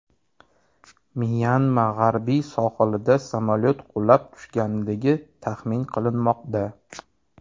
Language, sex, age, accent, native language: Uzbek, male, 30-39, Toshkent shahri, Uzbek